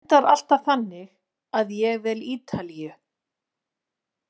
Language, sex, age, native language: Icelandic, female, 40-49, Icelandic